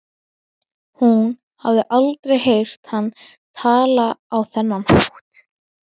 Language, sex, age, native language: Icelandic, female, 12, Icelandic